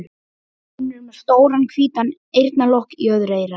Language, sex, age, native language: Icelandic, male, 11, Icelandic